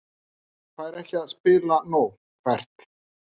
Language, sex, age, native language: Icelandic, male, 30-39, Icelandic